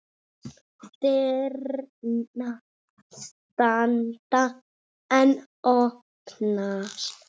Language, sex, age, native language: Icelandic, male, 6, Icelandic